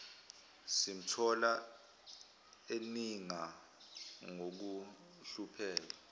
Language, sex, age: Zulu, male, 21